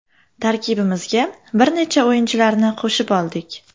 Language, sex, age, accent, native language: Uzbek, female, 18-24, Farg'ona, Uzbek